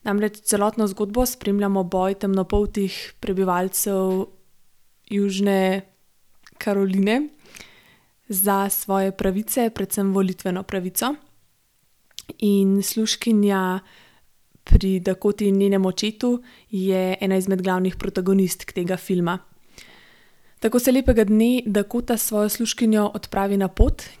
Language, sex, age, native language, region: Slovenian, female, 18-29, Slovenian, Gorenjska region